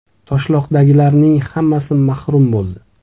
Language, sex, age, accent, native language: Uzbek, male, 25-34, Toshkent viloyati, Uzbek